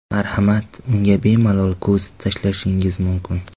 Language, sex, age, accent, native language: Uzbek, male, 18-24, Farg'ona, Tajik